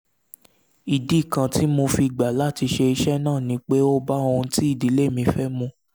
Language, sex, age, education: Yoruba, male, 15-29, secondary